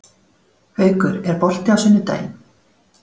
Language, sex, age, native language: Icelandic, female, 40-49, Icelandic